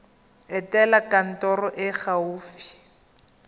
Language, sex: Tswana, female